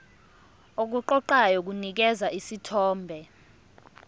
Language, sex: Zulu, female